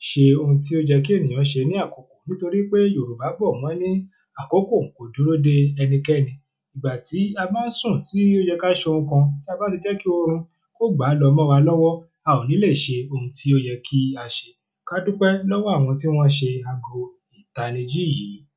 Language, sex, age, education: Yoruba, male, 15-29, tertiary